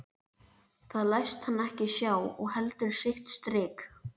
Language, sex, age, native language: Icelandic, female, 11, Icelandic